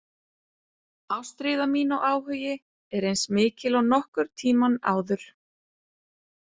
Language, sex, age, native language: Icelandic, female, 30-39, Icelandic